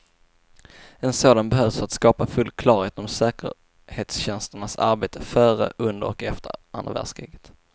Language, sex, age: Swedish, male, 22